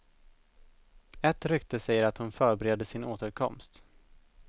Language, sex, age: Swedish, male, 17